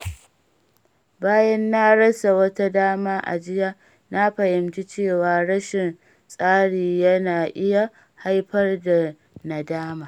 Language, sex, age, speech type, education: Hausa, female, 30-45, read, primary